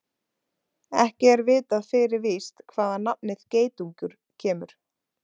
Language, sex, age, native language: Icelandic, female, 30-39, Icelandic